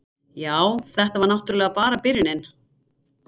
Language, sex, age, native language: Icelandic, female, 50-59, Icelandic